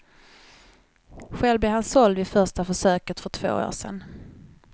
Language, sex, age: Swedish, female, 21